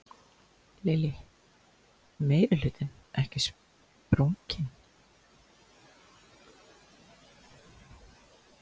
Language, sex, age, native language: Icelandic, female, 60-69, Icelandic